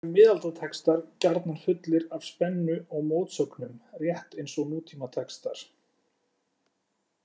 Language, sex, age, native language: Icelandic, male, 40-49, Icelandic